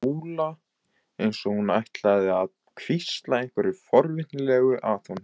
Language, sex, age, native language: Icelandic, male, 20-29, Icelandic